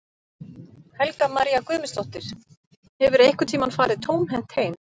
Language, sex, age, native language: Icelandic, female, 50-59, Icelandic